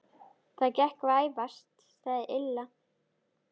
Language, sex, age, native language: Icelandic, female, 10, Icelandic